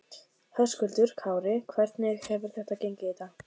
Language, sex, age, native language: Icelandic, female, 15, Icelandic